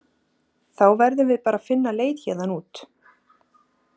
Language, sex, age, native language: Icelandic, female, 30-39, Icelandic